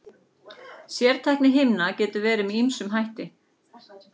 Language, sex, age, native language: Icelandic, female, 40-49, Icelandic